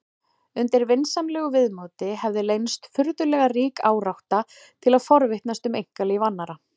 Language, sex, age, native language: Icelandic, female, 40-49, Icelandic